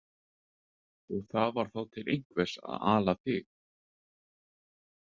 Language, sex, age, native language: Icelandic, male, 20-29, Icelandic